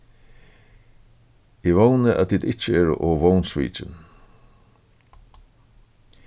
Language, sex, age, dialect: Faroese, male, 36-60, Suðurstreymoy